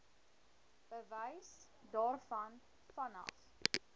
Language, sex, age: Afrikaans, female, 19